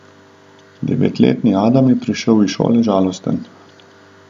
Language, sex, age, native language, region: Slovenian, male, 30-49, Slovenian, Southeast Slovenia